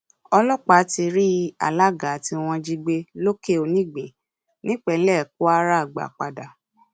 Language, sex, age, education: Yoruba, female, 30-45, tertiary